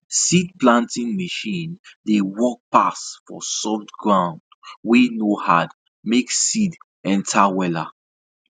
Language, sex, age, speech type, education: Nigerian Pidgin, male, 15-29, spontaneous, tertiary